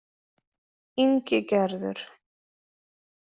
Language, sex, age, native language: Icelandic, female, 30-39, Icelandic